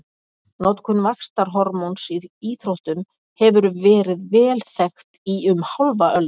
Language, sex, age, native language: Icelandic, female, 50-59, Icelandic